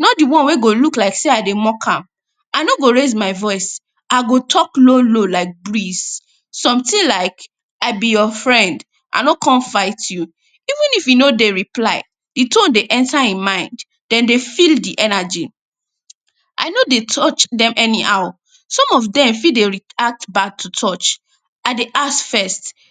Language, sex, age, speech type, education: Nigerian Pidgin, female, 15-29, spontaneous, tertiary